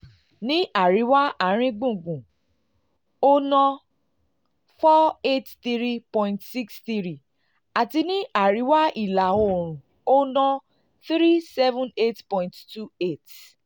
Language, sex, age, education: Yoruba, female, 30-45, tertiary